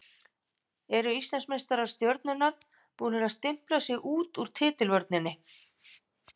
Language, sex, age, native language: Icelandic, female, 50-59, Icelandic